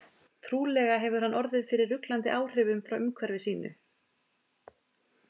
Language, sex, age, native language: Icelandic, female, 20-29, Icelandic